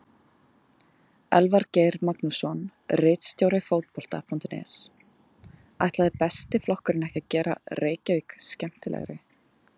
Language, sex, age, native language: Icelandic, female, 20-29, Icelandic